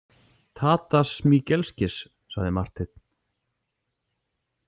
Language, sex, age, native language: Icelandic, male, 40-49, Icelandic